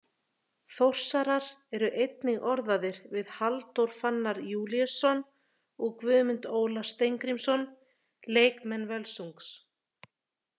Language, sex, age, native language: Icelandic, female, 30-39, Icelandic